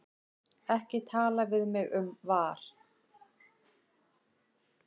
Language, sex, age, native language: Icelandic, female, 20-29, Icelandic